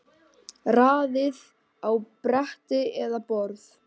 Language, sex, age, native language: Icelandic, male, 10, Icelandic